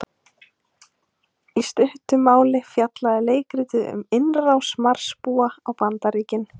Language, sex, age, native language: Icelandic, female, 20-29, Icelandic